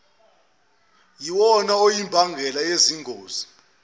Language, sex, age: Zulu, male, 22